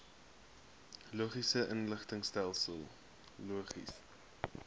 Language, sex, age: Afrikaans, male, 21